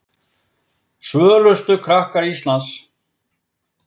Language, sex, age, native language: Icelandic, male, 50-59, Icelandic